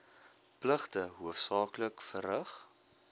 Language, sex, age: Afrikaans, male, 21